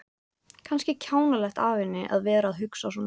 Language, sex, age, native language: Icelandic, female, 14, Icelandic